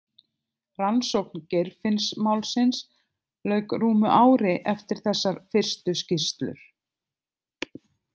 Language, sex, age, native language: Icelandic, other, 50-59, Icelandic